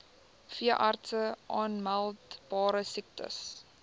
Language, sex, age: Afrikaans, female, 18